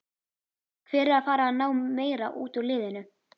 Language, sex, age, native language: Icelandic, female, 11, Icelandic